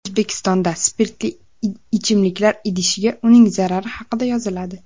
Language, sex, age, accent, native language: Uzbek, female, under 19, Andijon, Uzbek